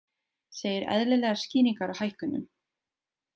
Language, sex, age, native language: Icelandic, female, 20-29, Icelandic